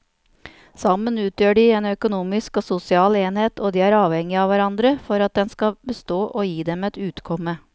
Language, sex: Norwegian, female